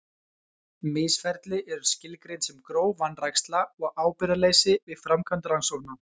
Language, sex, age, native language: Icelandic, male, 20-29, Icelandic